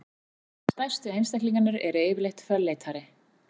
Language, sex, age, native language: Icelandic, female, 40-49, Icelandic